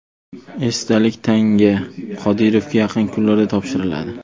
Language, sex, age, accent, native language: Uzbek, male, 25-34, Namangan, Uzbek